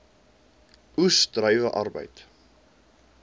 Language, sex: Afrikaans, male